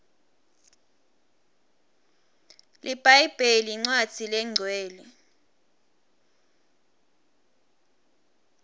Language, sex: Swati, female